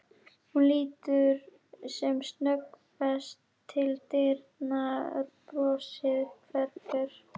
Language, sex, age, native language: Icelandic, female, 11, Icelandic